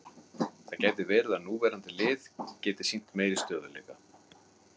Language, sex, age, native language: Icelandic, male, 40-49, Icelandic